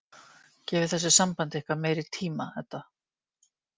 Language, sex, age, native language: Icelandic, female, 50-59, Icelandic